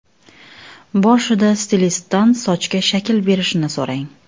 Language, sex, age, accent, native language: Uzbek, female, 25-34, Xorazm, Uzbek